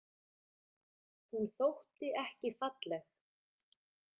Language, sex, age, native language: Icelandic, female, 30-39, Icelandic